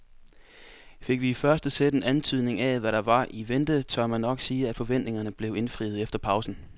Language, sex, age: Danish, male, 24